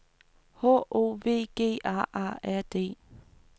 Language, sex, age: Danish, female, 29